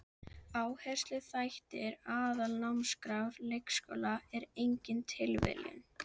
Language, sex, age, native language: Icelandic, female, 11, Icelandic